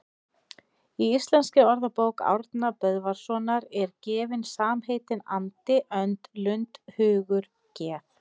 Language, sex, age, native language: Icelandic, female, 30-39, Icelandic